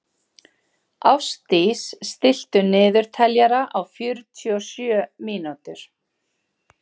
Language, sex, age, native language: Icelandic, female, 40-49, Icelandic